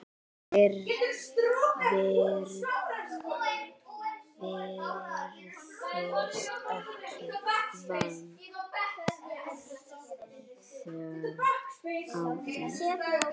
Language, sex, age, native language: Icelandic, female, 9, Icelandic